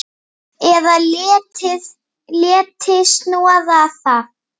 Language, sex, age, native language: Icelandic, male, 8, Icelandic